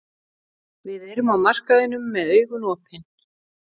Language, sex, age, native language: Icelandic, female, 40-49, Icelandic